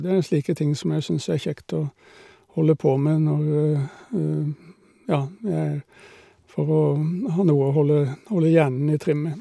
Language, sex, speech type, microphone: Norwegian, male, spontaneous, Shure